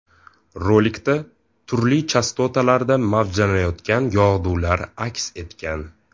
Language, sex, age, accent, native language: Uzbek, male, 18-24, Toshkent shahri, Uzbek